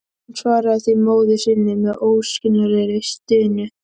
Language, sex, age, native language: Icelandic, male, 11, Icelandic